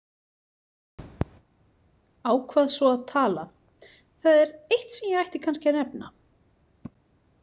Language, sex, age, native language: Icelandic, female, 30-39, Icelandic